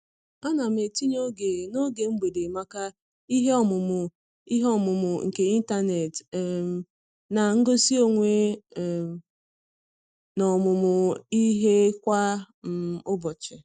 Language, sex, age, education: Igbo, female, 30-45, tertiary